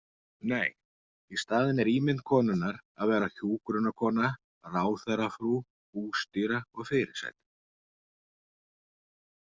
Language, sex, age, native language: Icelandic, male, 40-49, Icelandic